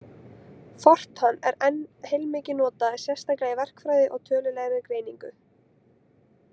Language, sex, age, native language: Icelandic, female, 20-29, Icelandic